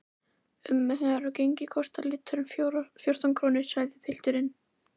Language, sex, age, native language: Icelandic, female, 11, Icelandic